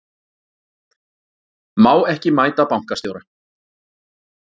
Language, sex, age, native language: Icelandic, male, 40-49, Icelandic